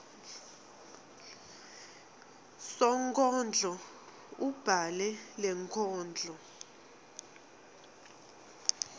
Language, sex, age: Swati, female, 20